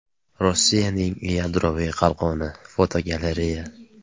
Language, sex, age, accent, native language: Uzbek, male, 18-24, Namangan, Uzbek